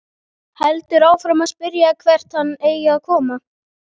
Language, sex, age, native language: Icelandic, male, 12, Icelandic